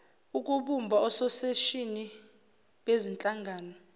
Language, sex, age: Zulu, female, 29